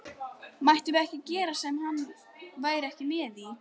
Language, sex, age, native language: Icelandic, female, 12, Icelandic